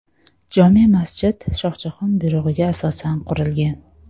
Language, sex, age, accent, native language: Uzbek, female, 19-29, Sirdaryo, Uzbek